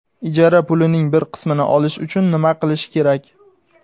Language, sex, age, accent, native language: Uzbek, male, 19-29, Sirdaryo, Uzbek